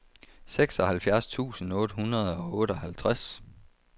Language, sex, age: Danish, male, 35